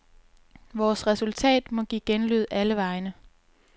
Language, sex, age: Danish, female, 22